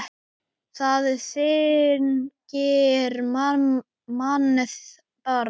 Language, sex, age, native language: Icelandic, male, 8, Icelandic